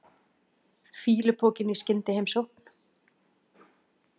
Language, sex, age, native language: Icelandic, female, 40-49, Icelandic